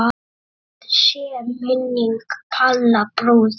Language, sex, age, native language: Icelandic, male, 9, Icelandic